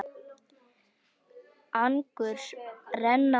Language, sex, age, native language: Icelandic, female, 10, Icelandic